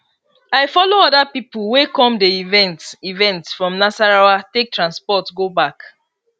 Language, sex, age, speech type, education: Nigerian Pidgin, female, 30-45, spontaneous, tertiary